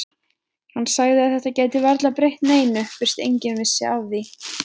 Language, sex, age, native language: Icelandic, female, 20-29, Icelandic